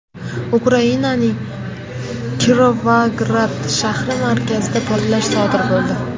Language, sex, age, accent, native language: Uzbek, female, 18-24, Jizzax, Uzbek